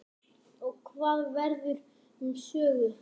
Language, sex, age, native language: Icelandic, male, 8, Icelandic